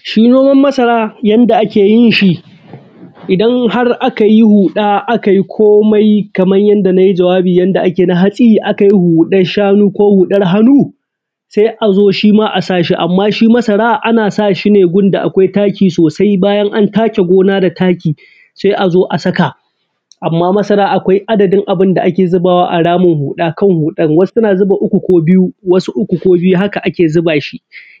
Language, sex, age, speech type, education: Hausa, male, 15-29, spontaneous, primary